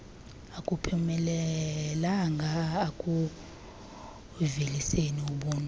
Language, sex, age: Xhosa, female, 23